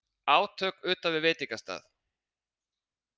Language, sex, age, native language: Icelandic, male, 30-39, Icelandic